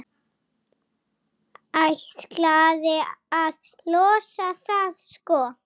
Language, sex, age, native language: Icelandic, female, 7, Icelandic